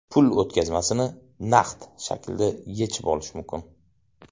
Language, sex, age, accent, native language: Uzbek, male, 25-34, Toshkent shahri, Uzbek